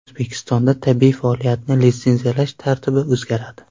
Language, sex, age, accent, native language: Uzbek, male, 19-29, Surxondaryo, Uzbek